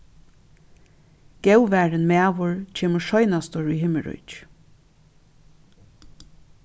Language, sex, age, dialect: Faroese, female, 36-60, Norðuroyggjar